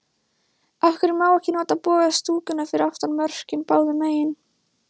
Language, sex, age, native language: Icelandic, female, 16, Icelandic